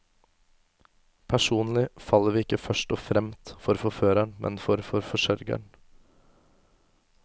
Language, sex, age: Norwegian, male, 24